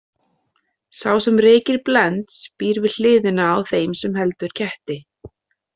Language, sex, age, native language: Icelandic, female, 30-39, Icelandic